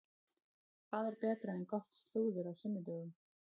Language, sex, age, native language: Icelandic, female, 20-29, Icelandic